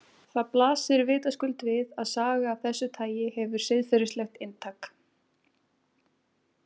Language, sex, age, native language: Icelandic, female, 18-19, Icelandic